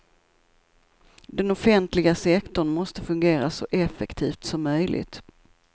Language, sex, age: Swedish, female, 54